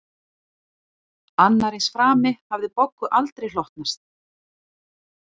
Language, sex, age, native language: Icelandic, female, 40-49, Icelandic